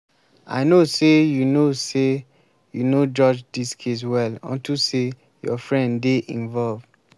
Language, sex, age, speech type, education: Nigerian Pidgin, male, 15-29, spontaneous, tertiary